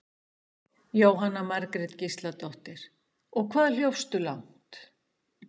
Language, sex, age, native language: Icelandic, female, 60-69, Icelandic